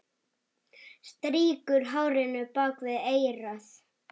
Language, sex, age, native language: Icelandic, male, 7, Icelandic